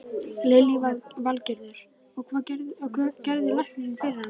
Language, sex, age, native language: Icelandic, male, 11, Icelandic